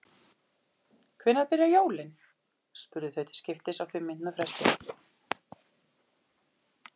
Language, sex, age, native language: Icelandic, female, 40-49, Icelandic